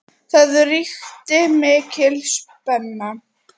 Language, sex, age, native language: Icelandic, female, 9, Icelandic